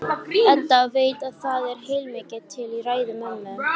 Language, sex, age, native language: Icelandic, female, 13, Icelandic